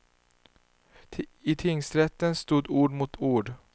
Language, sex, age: Swedish, male, 19